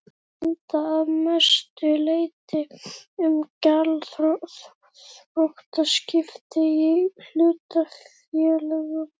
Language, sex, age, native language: Icelandic, female, 11, Icelandic